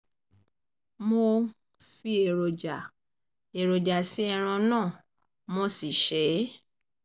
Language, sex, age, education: Yoruba, female, 30-45, tertiary